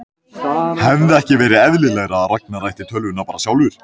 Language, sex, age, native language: Icelandic, male, 14, Icelandic